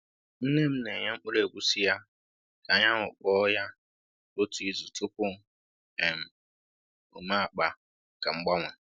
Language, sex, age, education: Igbo, male, 15-29, tertiary